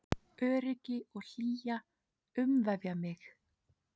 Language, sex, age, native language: Icelandic, female, 7, Icelandic